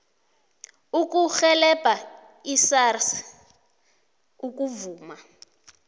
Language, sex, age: South Ndebele, female, 29